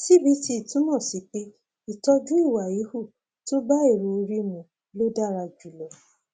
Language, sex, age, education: Yoruba, female, 30-45, tertiary